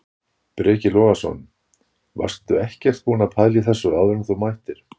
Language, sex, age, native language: Icelandic, male, 60-69, Icelandic